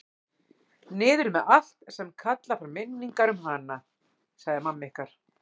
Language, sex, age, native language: Icelandic, female, 40-49, Icelandic